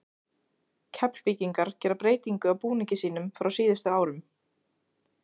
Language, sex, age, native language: Icelandic, female, 16, Icelandic